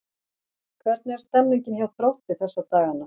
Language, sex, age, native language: Icelandic, female, 40-49, Icelandic